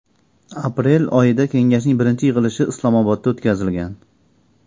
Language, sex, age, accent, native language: Uzbek, male, 25-34, Andijon, Uzbek